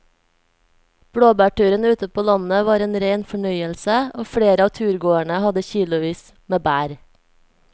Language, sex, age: Norwegian, female, 24